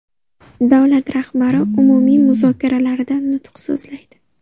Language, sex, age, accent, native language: Uzbek, female, 18-24, Andijon, Uzbek